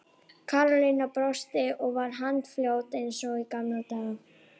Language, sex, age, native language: Icelandic, female, 11, Icelandic